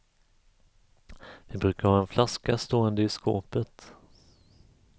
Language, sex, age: Swedish, male, 34